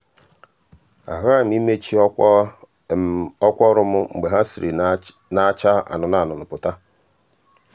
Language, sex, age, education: Igbo, male, 46-60, tertiary